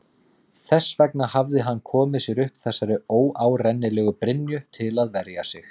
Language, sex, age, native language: Icelandic, male, 30-39, Icelandic